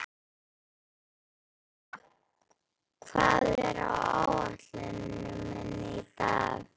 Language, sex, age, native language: Icelandic, male, 12, Icelandic